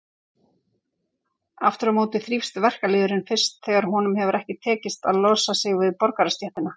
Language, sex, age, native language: Icelandic, female, 40-49, Icelandic